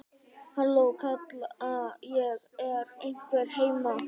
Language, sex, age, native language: Icelandic, male, 12, Icelandic